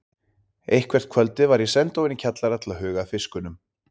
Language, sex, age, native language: Icelandic, male, 30-39, Icelandic